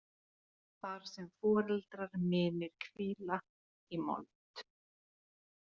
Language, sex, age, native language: Icelandic, female, 40-49, Finnish